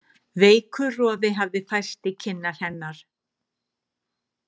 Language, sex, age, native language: Icelandic, female, 70-79, Icelandic